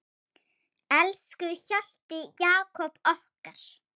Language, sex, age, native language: Icelandic, female, 8, Icelandic